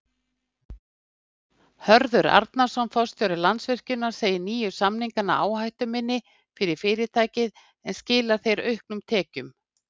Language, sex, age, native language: Icelandic, female, 50-59, Icelandic